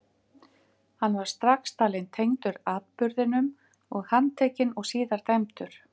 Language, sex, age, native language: Icelandic, female, 50-59, Icelandic